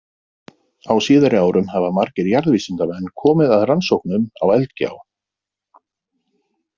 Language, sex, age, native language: Icelandic, male, 50-59, Icelandic